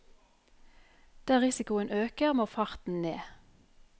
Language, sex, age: Norwegian, female, 44